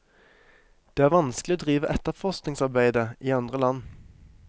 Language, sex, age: Norwegian, male, 23